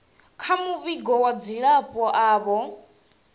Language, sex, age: Venda, female, 27